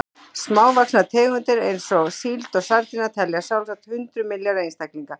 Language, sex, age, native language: Icelandic, female, 40-49, Icelandic